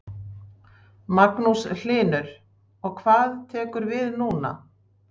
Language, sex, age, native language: Icelandic, female, 60-69, Icelandic